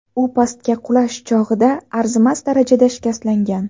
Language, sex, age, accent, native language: Uzbek, female, 19-29, Navoiy, Uzbek